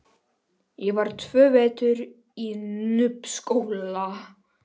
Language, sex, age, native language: Icelandic, male, 11, Polish